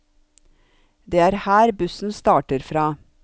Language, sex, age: Norwegian, female, 45